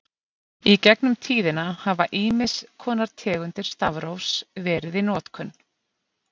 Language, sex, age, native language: Icelandic, female, 50-59, Icelandic